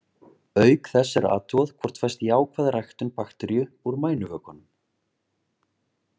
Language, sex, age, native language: Icelandic, male, 20-29, Icelandic